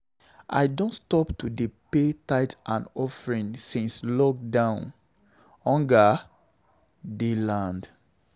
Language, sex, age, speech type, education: Nigerian Pidgin, male, 30-45, spontaneous, secondary